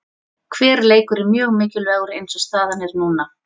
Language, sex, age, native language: Icelandic, female, 40-49, Icelandic